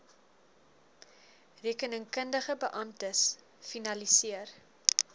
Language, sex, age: Afrikaans, female, 20